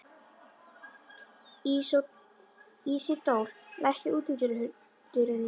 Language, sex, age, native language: Icelandic, female, 11, Icelandic